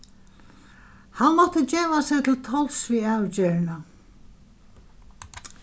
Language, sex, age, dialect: Faroese, female, 61+, Vágar